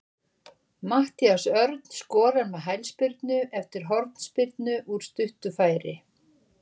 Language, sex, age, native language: Icelandic, female, 60-69, Icelandic